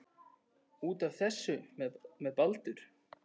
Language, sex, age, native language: Icelandic, female, 9, Icelandic